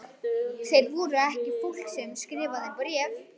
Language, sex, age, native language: Icelandic, male, 11, Icelandic